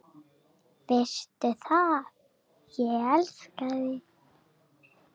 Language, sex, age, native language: Icelandic, female, 7, Icelandic